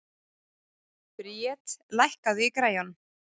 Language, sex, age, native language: Icelandic, female, 30-39, Icelandic